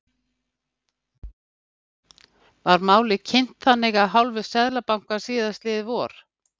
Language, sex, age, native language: Icelandic, female, 50-59, Icelandic